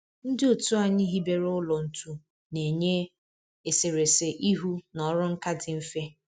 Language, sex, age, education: Igbo, female, 30-45, tertiary